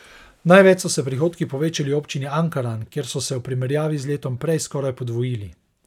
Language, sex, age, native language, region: Slovenian, male, 30-49, Slovenian, Savinja region